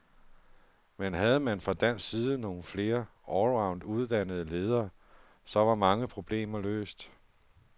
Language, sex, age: Danish, male, 47